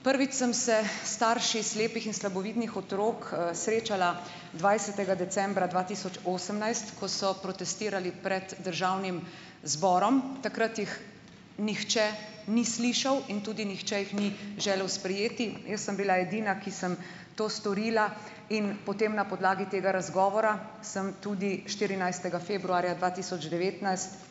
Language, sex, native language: Slovenian, female, Slovenian